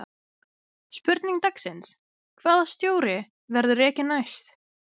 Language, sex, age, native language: Icelandic, female, 20-29, Icelandic